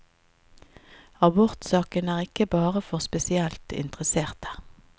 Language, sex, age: Norwegian, female, 50